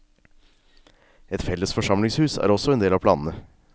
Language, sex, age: Norwegian, male, 36